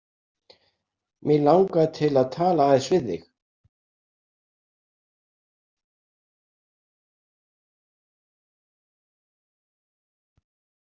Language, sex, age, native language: Icelandic, male, 60-69, Icelandic